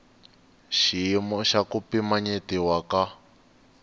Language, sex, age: Tsonga, male, 19